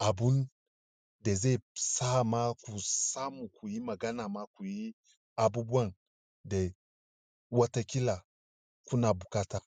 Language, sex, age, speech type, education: Hausa, male, 30-45, spontaneous, tertiary